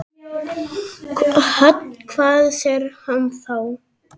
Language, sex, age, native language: Icelandic, male, 6, Icelandic